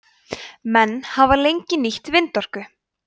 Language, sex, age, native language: Icelandic, female, 20-29, Icelandic